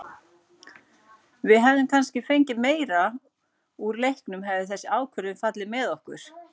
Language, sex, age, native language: Icelandic, female, 40-49, Icelandic